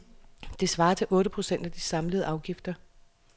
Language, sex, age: Danish, female, 36